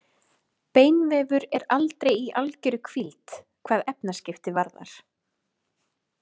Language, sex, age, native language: Icelandic, female, 30-39, Icelandic